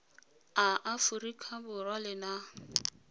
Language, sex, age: Tswana, female, 22